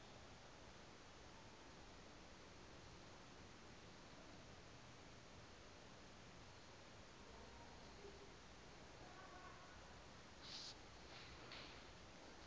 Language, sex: Xhosa, female